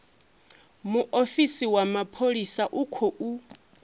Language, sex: Venda, female